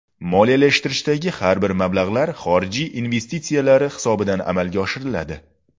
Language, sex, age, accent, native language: Uzbek, male, 19-29, Xorazm, Uzbek